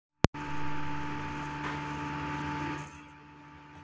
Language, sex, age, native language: Icelandic, female, 40-49, Icelandic